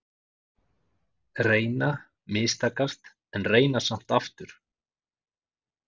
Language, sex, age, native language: Icelandic, male, 40-49, Icelandic